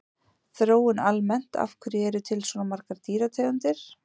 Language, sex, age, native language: Icelandic, female, 40-49, Icelandic